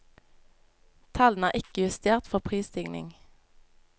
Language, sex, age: Norwegian, female, 25